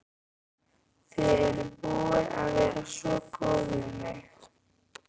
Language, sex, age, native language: Icelandic, female, 15, Icelandic